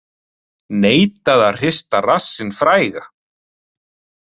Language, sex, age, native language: Icelandic, male, 30-39, Icelandic